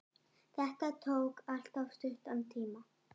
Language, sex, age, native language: Icelandic, female, 7, Icelandic